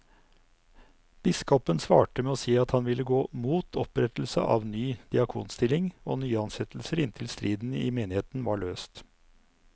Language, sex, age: Norwegian, male, 59